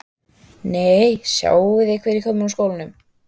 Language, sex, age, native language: Icelandic, female, 13, Icelandic